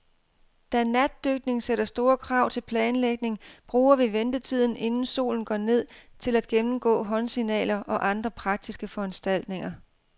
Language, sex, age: Danish, female, 32